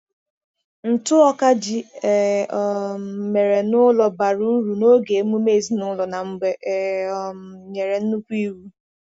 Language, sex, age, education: Igbo, female, 15-29, tertiary